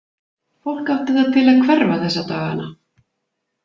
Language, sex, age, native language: Icelandic, female, 50-59, Icelandic